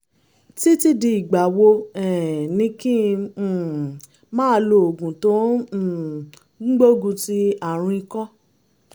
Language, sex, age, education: Yoruba, female, 30-45, tertiary